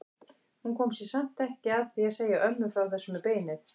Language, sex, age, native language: Icelandic, female, 30-39, Icelandic